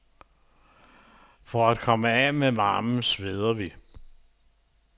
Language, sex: Danish, male